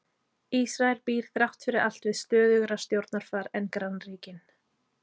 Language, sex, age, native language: Icelandic, female, 30-39, Icelandic